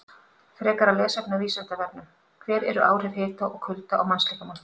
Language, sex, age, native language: Icelandic, female, 50-59, Icelandic